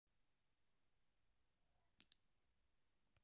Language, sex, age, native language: Icelandic, female, 30-39, Icelandic